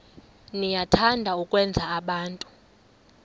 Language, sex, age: Xhosa, female, 23